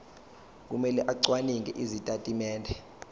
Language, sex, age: Zulu, male, 21